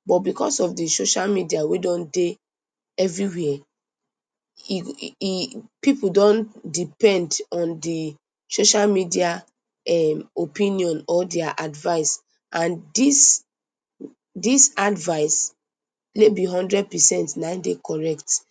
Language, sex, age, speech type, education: Nigerian Pidgin, female, 30-45, spontaneous, tertiary